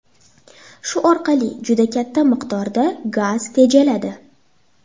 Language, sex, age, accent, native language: Uzbek, female, under 19, Toshkent shahri, Uzbek